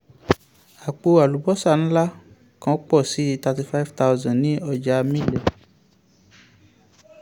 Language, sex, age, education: Yoruba, male, 15-29, tertiary